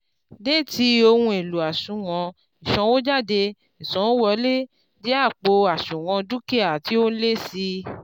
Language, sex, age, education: Yoruba, female, 30-45, tertiary